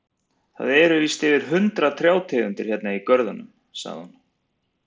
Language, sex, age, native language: Icelandic, male, 40-49, Icelandic